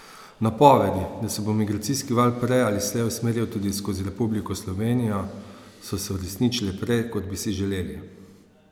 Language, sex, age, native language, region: Slovenian, male, 30-49, Slovenian, Savinja region